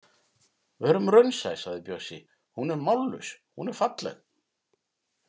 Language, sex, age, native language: Icelandic, male, 50-59, Icelandic